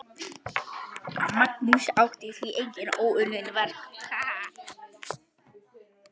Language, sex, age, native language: Icelandic, male, 10, Icelandic